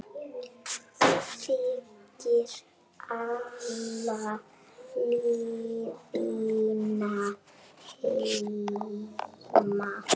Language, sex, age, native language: Icelandic, female, 7, Icelandic